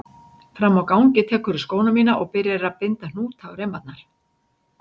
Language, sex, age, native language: Icelandic, female, 60-69, Icelandic